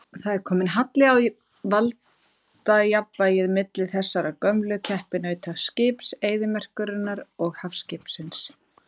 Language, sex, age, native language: Icelandic, female, 30-39, Icelandic